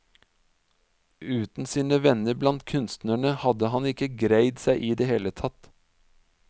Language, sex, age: Norwegian, male, 46